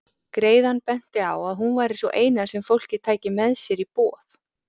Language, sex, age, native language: Icelandic, female, 40-49, Icelandic